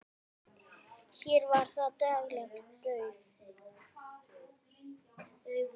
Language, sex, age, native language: Icelandic, male, 10, Icelandic